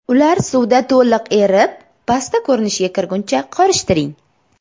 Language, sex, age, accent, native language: Uzbek, female, 18-24, Surxondaryo, Uzbek